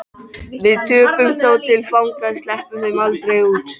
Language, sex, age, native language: Icelandic, male, 13, Icelandic